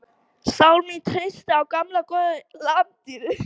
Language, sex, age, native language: Icelandic, female, 13, Icelandic